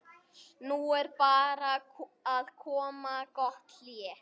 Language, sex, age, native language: Icelandic, male, 18-19, Icelandic